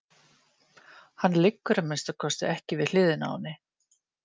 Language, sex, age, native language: Icelandic, female, 50-59, Icelandic